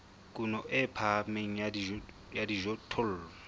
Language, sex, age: Southern Sotho, female, 22